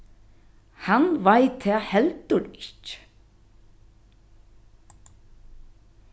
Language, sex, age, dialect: Faroese, female, 36-60, Norðurstreymoy/Eysturoy